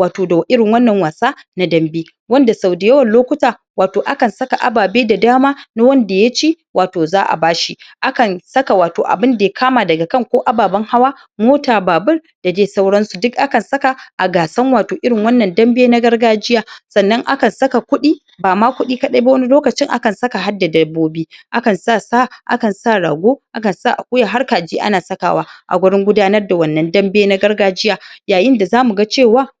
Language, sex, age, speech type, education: Hausa, female, 30-45, spontaneous, tertiary